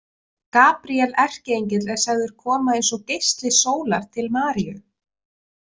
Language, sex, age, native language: Icelandic, female, 20-29, Icelandic